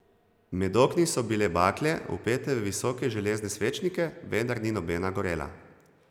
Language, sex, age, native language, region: Slovenian, male, 30-49, Slovenian, Zasavska region